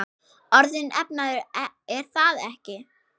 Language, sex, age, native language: Icelandic, female, 6, Icelandic